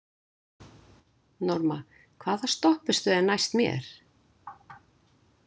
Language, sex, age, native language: Icelandic, female, 60-69, Icelandic